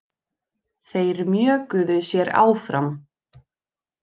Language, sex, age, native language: Icelandic, female, 20-29, Icelandic